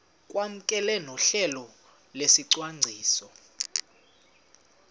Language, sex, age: Xhosa, male, 35